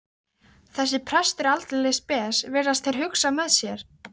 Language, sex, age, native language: Icelandic, female, 13, Icelandic